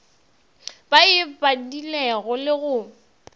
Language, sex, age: Northern Sotho, female, 22